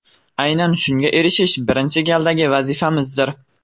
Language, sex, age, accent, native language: Uzbek, male, 18-24, Farg'ona, Uzbek